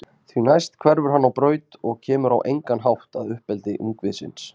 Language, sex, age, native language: Icelandic, male, 30-39, Icelandic